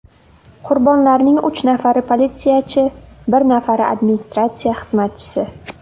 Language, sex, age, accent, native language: Uzbek, female, under 19, Navoiy, Uzbek